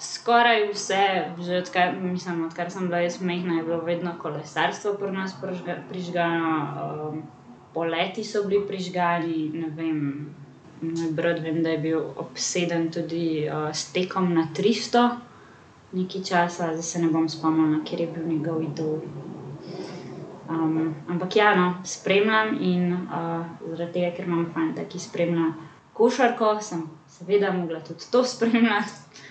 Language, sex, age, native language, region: Slovenian, female, 18-29, Slovenian, Central Slovenia